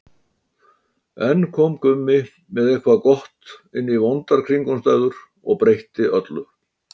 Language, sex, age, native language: Icelandic, male, 80-89, Icelandic